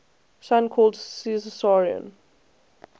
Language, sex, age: English, female, 18